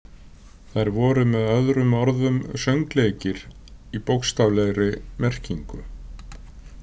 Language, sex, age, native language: Icelandic, male, 60-69, Icelandic